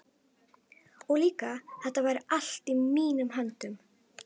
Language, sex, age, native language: Icelandic, female, 11, Icelandic